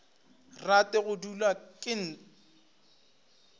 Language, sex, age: Northern Sotho, male, 25